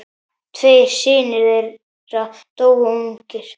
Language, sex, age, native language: Icelandic, male, 10, Icelandic